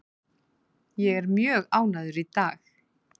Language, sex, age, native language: Icelandic, female, 40-49, Icelandic